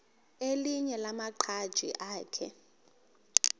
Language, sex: Xhosa, female